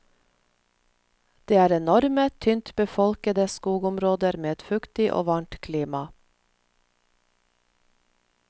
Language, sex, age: Norwegian, female, 46